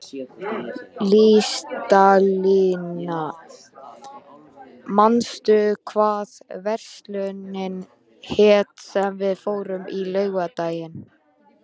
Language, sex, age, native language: Icelandic, male, 13, Icelandic